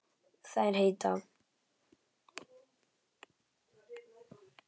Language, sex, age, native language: Icelandic, male, 10, Icelandic